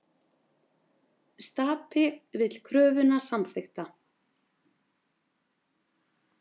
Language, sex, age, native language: Icelandic, female, 30-39, Icelandic